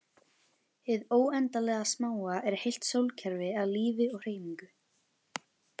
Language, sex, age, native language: Icelandic, female, 11, Icelandic